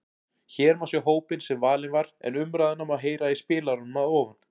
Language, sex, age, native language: Icelandic, male, 40-49, Icelandic